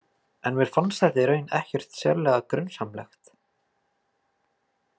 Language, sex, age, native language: Icelandic, male, 20-29, Icelandic